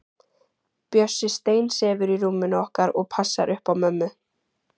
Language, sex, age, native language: Icelandic, female, 14, Icelandic